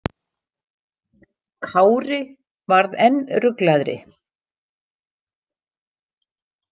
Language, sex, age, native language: Icelandic, female, 60-69, Icelandic